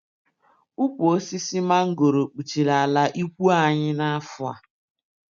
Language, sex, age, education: Igbo, female, 30-45, tertiary